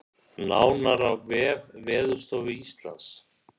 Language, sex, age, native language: Icelandic, male, 60-69, Icelandic